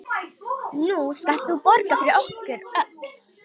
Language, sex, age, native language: Icelandic, female, 18-19, Romanian